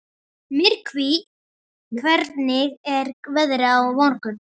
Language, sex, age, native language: Icelandic, male, 12, Icelandic